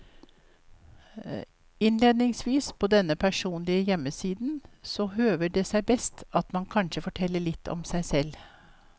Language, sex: Norwegian, female